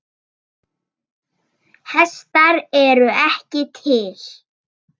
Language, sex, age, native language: Icelandic, female, 9, Icelandic